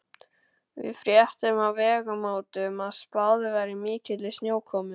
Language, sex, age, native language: Icelandic, male, 12, Icelandic